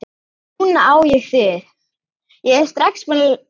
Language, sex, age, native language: Icelandic, female, 9, Icelandic